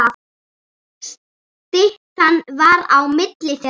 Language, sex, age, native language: Icelandic, female, 7, Icelandic